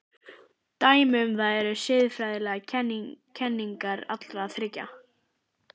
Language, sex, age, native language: Icelandic, female, 11, Icelandic